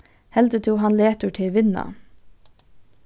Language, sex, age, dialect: Faroese, female, 15-35, Norðurstreymoy/Eysturoy